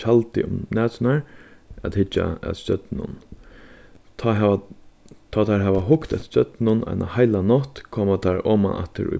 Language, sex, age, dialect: Faroese, male, 15-35, Suðurstreymoy